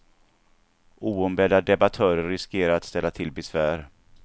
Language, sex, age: Swedish, male, 49